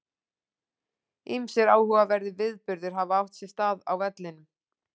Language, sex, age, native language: Icelandic, female, 40-49, Icelandic